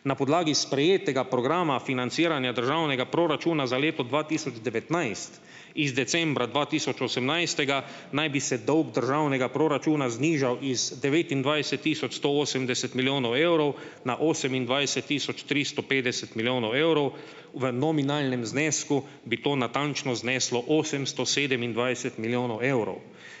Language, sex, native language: Slovenian, male, Slovenian